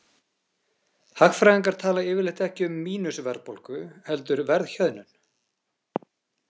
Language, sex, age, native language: Icelandic, male, 40-49, Icelandic